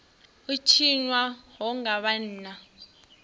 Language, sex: Venda, female